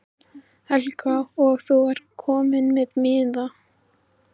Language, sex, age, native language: Icelandic, female, 13, Icelandic